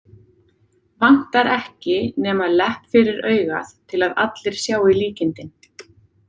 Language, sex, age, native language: Icelandic, female, 30-39, Icelandic